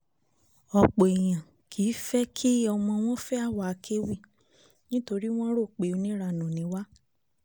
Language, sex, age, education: Yoruba, female, 15-29, tertiary